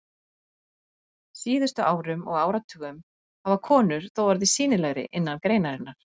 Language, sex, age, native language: Icelandic, female, 50-59, Icelandic